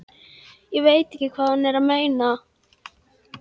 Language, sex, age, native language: Icelandic, female, 11, Icelandic